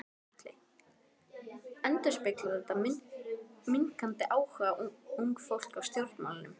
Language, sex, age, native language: Icelandic, female, 12, Icelandic